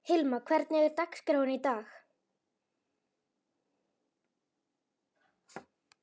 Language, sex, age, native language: Icelandic, female, 11, Icelandic